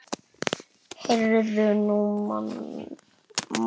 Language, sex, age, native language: Icelandic, male, 9, Icelandic